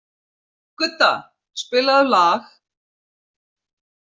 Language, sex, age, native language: Icelandic, female, 50-59, Icelandic